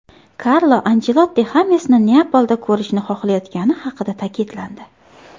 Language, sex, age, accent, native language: Uzbek, female, 19-29, Qashqadaryo, Uzbek